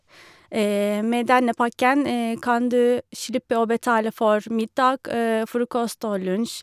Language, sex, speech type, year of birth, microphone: Norwegian, female, spontaneous, 1983, Shure